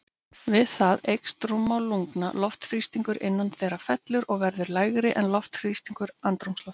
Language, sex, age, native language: Icelandic, female, 50-59, Icelandic